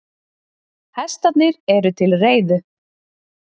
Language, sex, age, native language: Icelandic, female, 30-39, Icelandic